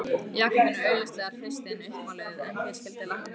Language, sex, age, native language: Icelandic, female, 15, Icelandic